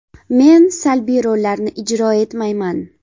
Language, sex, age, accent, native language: Uzbek, female, 18-24, Farg'ona, Uzbek